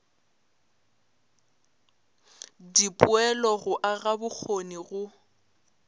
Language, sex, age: Northern Sotho, female, 22